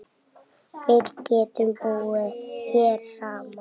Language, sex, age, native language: Icelandic, female, 7, Icelandic